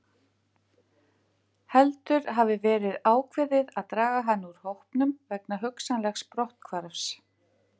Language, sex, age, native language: Icelandic, female, 50-59, Icelandic